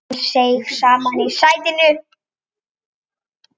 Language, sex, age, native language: Icelandic, female, 8, Icelandic